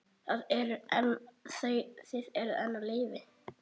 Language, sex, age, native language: Icelandic, male, 8, Icelandic